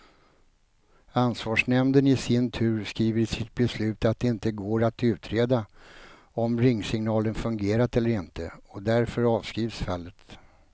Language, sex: Swedish, male